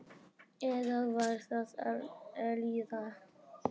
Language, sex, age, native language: Icelandic, male, 10, Icelandic